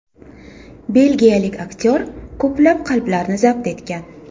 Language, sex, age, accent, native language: Uzbek, female, 35+, Toshkent shahri, Uzbek